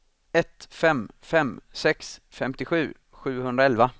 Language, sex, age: Swedish, male, 26